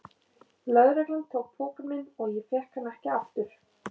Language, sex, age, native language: Icelandic, female, 30-39, Icelandic